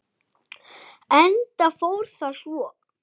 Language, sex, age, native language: Icelandic, male, 8, Icelandic